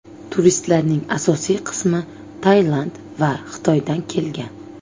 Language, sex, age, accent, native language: Uzbek, female, 25-34, Toshkent viloyati, Uzbek